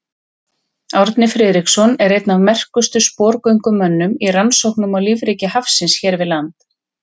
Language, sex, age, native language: Icelandic, female, 30-39, Icelandic